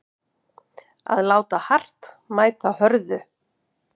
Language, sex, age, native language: Icelandic, female, 50-59, Icelandic